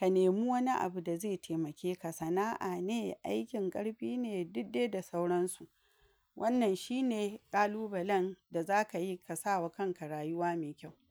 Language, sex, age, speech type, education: Hausa, female, 46-60, spontaneous, tertiary